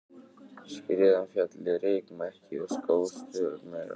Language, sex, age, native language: Icelandic, male, 18-19, Icelandic